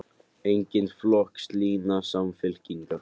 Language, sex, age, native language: Icelandic, male, 18-19, Icelandic